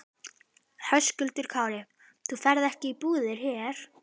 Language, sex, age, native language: Icelandic, female, 12, Icelandic